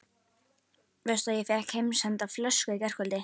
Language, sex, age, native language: Icelandic, female, 11, Icelandic